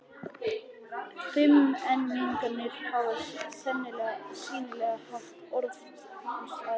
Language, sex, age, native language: Icelandic, male, 11, Icelandic